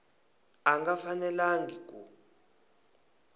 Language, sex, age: Tsonga, male, 20